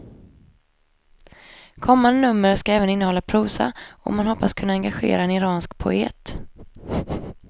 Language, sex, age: Swedish, female, 25